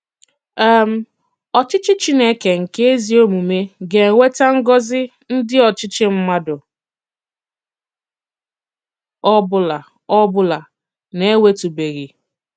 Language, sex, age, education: Igbo, female, 15-29, secondary